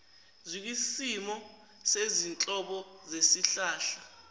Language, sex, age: Zulu, female, 19